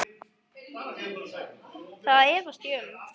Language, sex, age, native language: Icelandic, male, 9, Icelandic